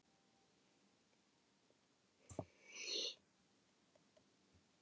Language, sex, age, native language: Icelandic, female, 11, Icelandic